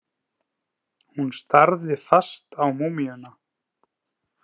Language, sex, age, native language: Icelandic, male, 30-39, Icelandic